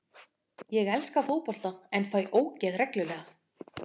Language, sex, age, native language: Icelandic, female, 50-59, Icelandic